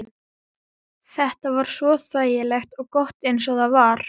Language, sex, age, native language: Icelandic, female, 11, Icelandic